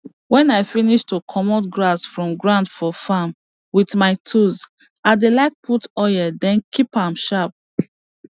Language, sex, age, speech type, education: Nigerian Pidgin, female, 30-45, spontaneous, tertiary